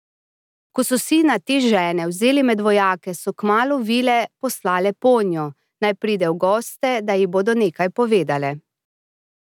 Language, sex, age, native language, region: Slovenian, female, 30-49, Slovenian, Drava region